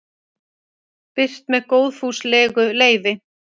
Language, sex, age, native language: Icelandic, female, 30-39, Icelandic